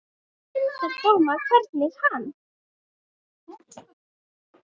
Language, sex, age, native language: Icelandic, male, 8, Icelandic